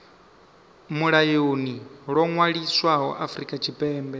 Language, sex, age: Venda, male, 25